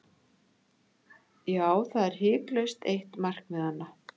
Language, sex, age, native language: Icelandic, female, 60-69, Icelandic